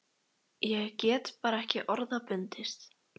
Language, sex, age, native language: Icelandic, female, 13, Icelandic